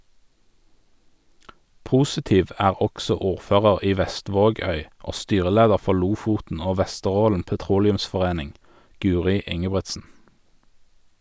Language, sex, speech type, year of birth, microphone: Norwegian, male, read, 1985, Sennheiser